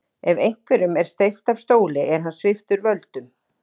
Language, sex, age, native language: Icelandic, female, 40-49, Icelandic